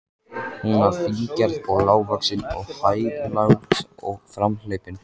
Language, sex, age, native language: Icelandic, male, 14, Icelandic